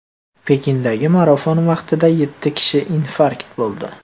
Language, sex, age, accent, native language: Uzbek, male, 18-24, Farg'ona, Uzbek